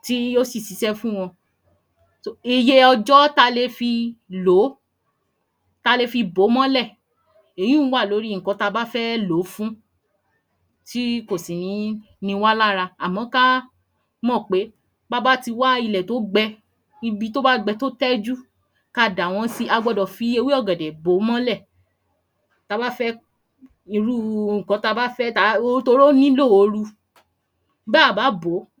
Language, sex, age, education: Yoruba, female, 30-45, tertiary